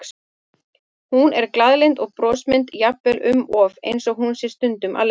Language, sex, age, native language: Icelandic, female, 30-39, Icelandic